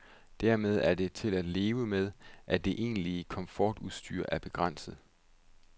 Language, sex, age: Danish, male, 31